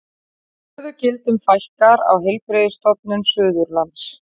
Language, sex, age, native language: Icelandic, female, 40-49, Icelandic